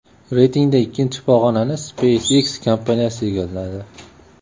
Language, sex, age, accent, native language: Uzbek, male, 18-24, Namangan, Uzbek